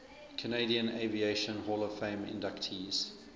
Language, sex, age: English, male, 24